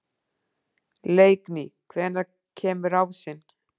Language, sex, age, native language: Icelandic, female, 40-49, Icelandic